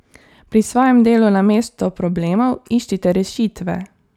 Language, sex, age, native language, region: Slovenian, female, 18-29, Slovenian, Savinja region